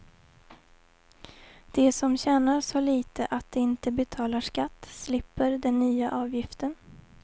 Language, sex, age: Swedish, female, 20